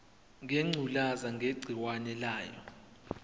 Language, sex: Zulu, male